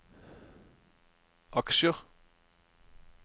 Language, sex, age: Norwegian, male, 49